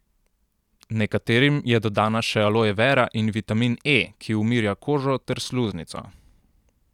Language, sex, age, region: Slovenian, male, 18-29, Central Slovenia